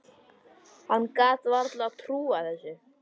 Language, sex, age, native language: Icelandic, male, 10, Icelandic